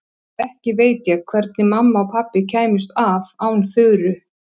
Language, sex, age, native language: Icelandic, female, 60-69, Icelandic